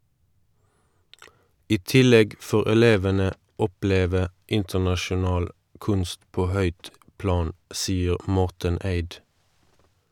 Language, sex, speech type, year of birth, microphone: Norwegian, male, read, 1981, Shure